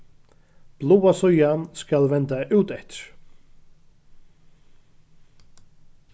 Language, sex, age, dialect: Faroese, male, 36-60, Norðuroyggjar